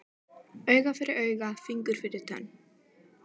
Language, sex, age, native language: Icelandic, female, 12, Icelandic